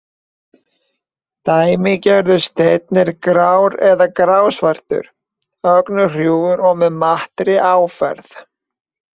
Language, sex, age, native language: Icelandic, male, 20-29, Icelandic